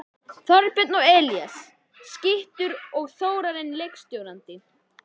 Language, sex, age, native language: Icelandic, male, 11, Icelandic